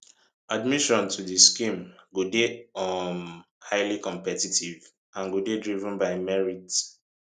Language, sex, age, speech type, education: Nigerian Pidgin, male, 15-29, spontaneous, secondary